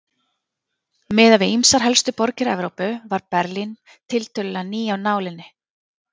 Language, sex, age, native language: Icelandic, female, 30-39, Icelandic